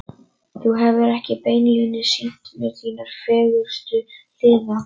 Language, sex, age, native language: Icelandic, male, 11, Icelandic